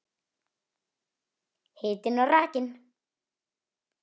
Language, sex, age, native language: Icelandic, female, 9, Icelandic